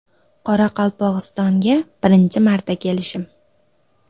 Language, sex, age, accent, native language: Uzbek, female, 19-29, Xorazm, Uzbek